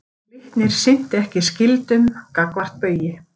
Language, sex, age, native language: Icelandic, female, 50-59, Icelandic